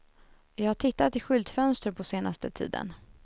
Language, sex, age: Swedish, female, 21